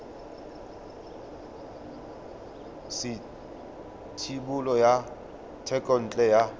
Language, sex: Tswana, male